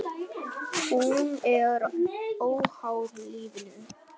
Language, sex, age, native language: Icelandic, male, 10, Vietnamese